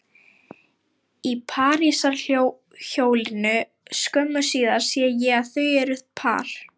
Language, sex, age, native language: Icelandic, female, 18-19, Lithuanian